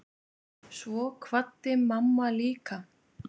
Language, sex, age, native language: Icelandic, male, 6, Icelandic